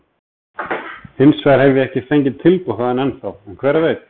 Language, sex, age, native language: Icelandic, male, 30-39, Icelandic